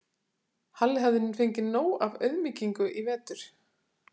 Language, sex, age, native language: Icelandic, female, 40-49, Icelandic